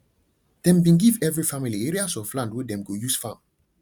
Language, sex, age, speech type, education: Nigerian Pidgin, male, 30-45, spontaneous, tertiary